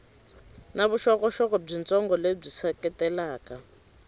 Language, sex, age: Tsonga, female, 19